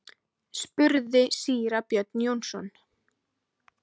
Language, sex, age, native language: Icelandic, female, 20-29, Icelandic